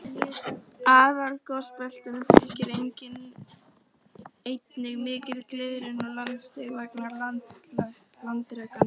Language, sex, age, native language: Icelandic, female, 13, Icelandic